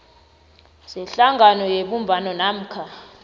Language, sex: South Ndebele, female